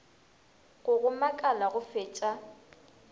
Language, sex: Northern Sotho, female